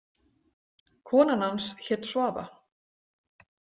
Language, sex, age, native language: Icelandic, female, 40-49, Icelandic